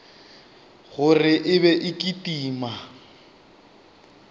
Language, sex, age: Northern Sotho, male, 25